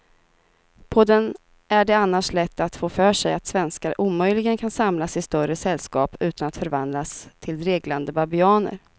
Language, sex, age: Swedish, female, 32